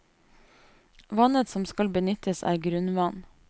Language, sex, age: Norwegian, female, 28